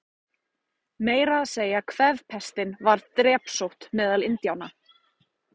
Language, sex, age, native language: Icelandic, female, 30-39, Icelandic